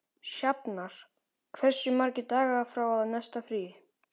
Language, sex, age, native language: Icelandic, male, 12, Icelandic